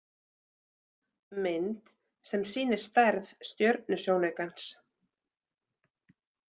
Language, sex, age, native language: Icelandic, female, 30-39, Icelandic